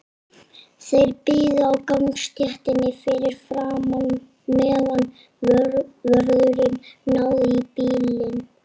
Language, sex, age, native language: Icelandic, female, 30-39, Icelandic